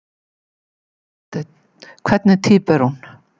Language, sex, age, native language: Icelandic, female, 70-79, Icelandic